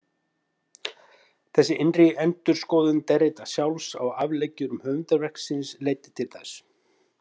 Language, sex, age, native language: Icelandic, male, 50-59, Icelandic